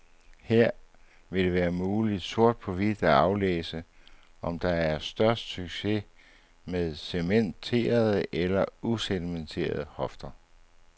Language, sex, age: Danish, male, 59